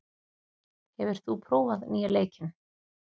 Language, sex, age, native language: Icelandic, female, 40-49, Icelandic